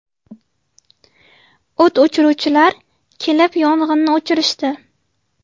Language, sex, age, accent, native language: Uzbek, female, 19-29, Namangan, Uzbek